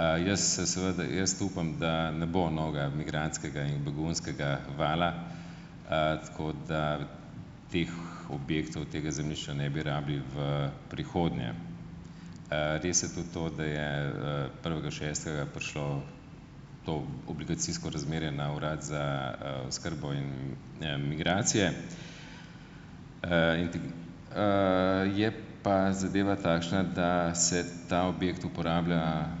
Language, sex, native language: Slovenian, male, Slovenian